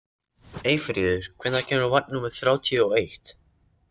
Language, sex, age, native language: Icelandic, other, 13, Icelandic